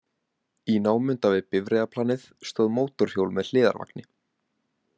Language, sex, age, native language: Icelandic, male, 18-19, Icelandic